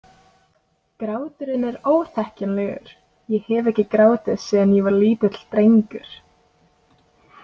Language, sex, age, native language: Icelandic, female, 18-19, Latvian